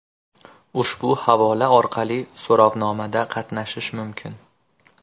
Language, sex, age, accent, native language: Uzbek, male, 25-34, Andijon, Uzbek